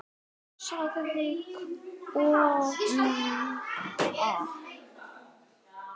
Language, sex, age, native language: Icelandic, male, 6, Icelandic